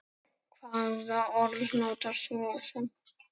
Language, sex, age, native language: Icelandic, male, 9, Icelandic